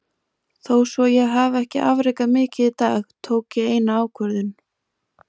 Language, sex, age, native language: Icelandic, female, 20-29, Icelandic